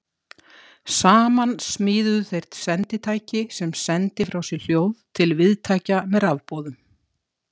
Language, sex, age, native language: Icelandic, female, 60-69, Icelandic